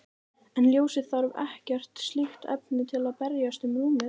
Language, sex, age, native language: Icelandic, female, 18-19, Icelandic